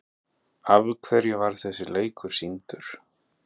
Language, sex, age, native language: Icelandic, male, 30-39, Icelandic